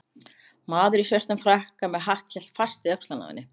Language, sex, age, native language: Icelandic, other, 30-39, Icelandic